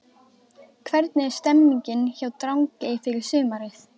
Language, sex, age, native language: Icelandic, female, 12, Icelandic